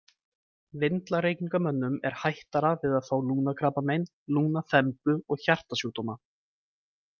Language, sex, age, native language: Icelandic, male, 20-29, Icelandic